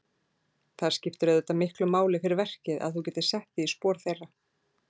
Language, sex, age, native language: Icelandic, female, 40-49, Icelandic